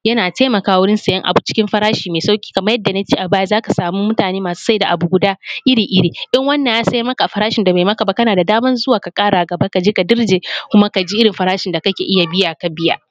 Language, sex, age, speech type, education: Hausa, female, 15-29, spontaneous, tertiary